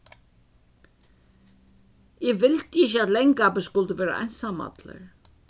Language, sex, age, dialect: Faroese, female, 61+, Suðurstreymoy